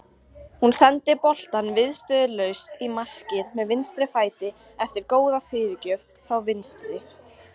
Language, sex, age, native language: Icelandic, female, 40-49, Icelandic